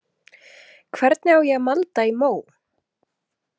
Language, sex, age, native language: Icelandic, female, 30-39, Icelandic